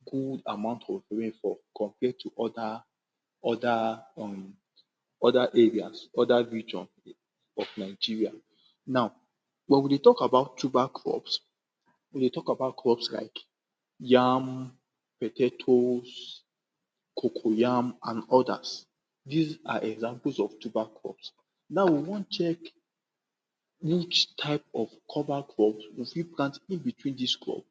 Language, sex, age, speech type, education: Nigerian Pidgin, male, 46-60, spontaneous, tertiary